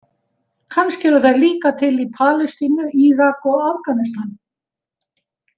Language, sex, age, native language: Icelandic, female, 70-79, Icelandic